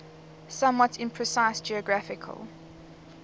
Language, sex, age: English, female, 24